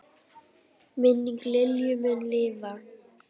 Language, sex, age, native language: Icelandic, female, 10, Icelandic